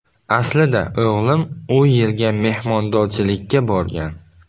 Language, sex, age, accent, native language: Uzbek, male, 18-24, Buxoro, Uzbek